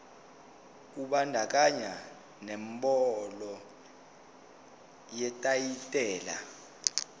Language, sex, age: Zulu, male, 25